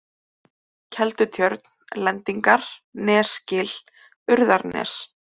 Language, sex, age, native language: Icelandic, male, 20-29, Icelandic